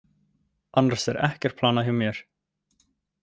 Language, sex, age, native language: Icelandic, male, 18-19, Icelandic